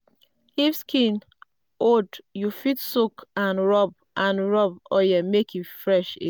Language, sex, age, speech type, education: Nigerian Pidgin, female, 30-45, spontaneous, tertiary